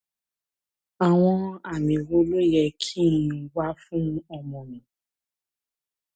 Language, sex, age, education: Yoruba, female, 15-29, tertiary